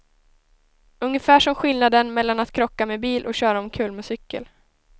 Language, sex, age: Swedish, female, 19